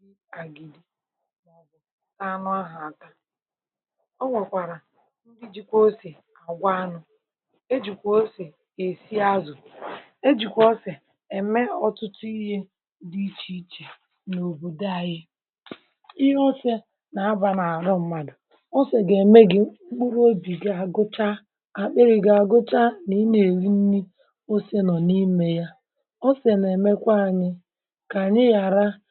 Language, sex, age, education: Igbo, female, 60+, tertiary